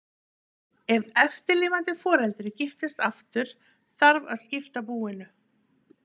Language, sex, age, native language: Icelandic, female, 50-59, Icelandic